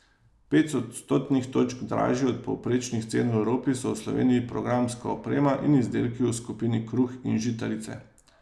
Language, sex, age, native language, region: Slovenian, male, 30-49, Slovenian, Savinja region